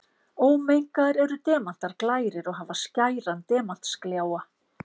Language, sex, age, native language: Icelandic, female, 50-59, Icelandic